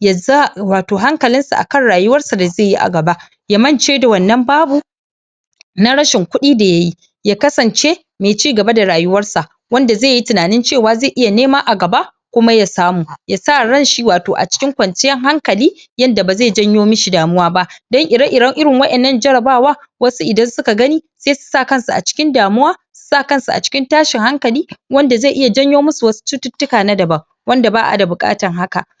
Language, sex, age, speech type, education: Hausa, male, 15-29, spontaneous, secondary